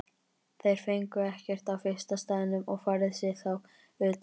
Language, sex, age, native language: Icelandic, male, 18-19, Icelandic